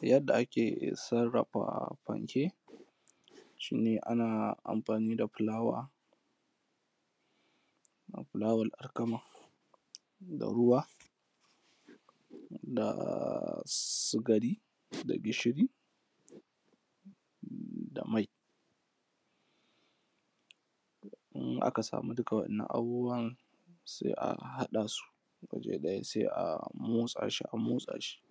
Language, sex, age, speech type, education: Hausa, male, 15-29, spontaneous, tertiary